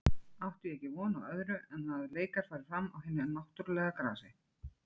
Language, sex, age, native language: Icelandic, female, 40-49, Icelandic